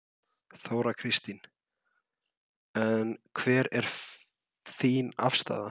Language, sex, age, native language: Icelandic, male, 30-39, Icelandic